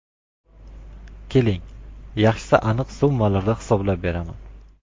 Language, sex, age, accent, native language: Uzbek, male, 25-34, Qashqadaryo, Uzbek